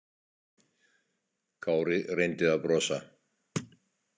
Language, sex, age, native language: Icelandic, male, 60-69, Icelandic